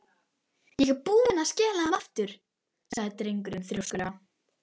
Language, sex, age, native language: Icelandic, female, 12, Icelandic